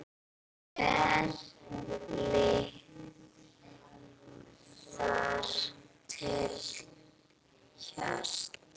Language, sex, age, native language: Icelandic, female, 10, Icelandic